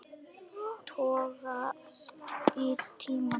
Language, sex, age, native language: Icelandic, female, 10, Icelandic